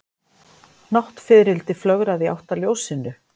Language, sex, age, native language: Icelandic, female, 50-59, Icelandic